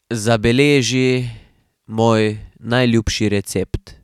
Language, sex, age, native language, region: Slovenian, male, 18-29, Slovenian, Drava region